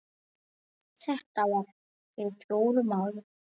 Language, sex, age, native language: Icelandic, female, 8, Icelandic